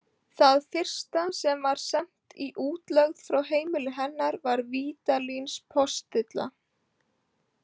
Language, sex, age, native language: Icelandic, female, 18-19, Icelandic